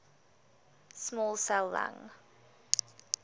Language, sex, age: English, female, 20